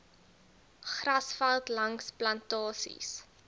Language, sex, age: Afrikaans, female, 23